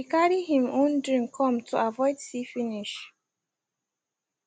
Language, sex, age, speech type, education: Nigerian Pidgin, female, 15-29, spontaneous, secondary